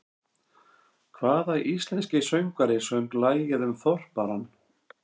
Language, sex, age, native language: Icelandic, male, 40-49, Icelandic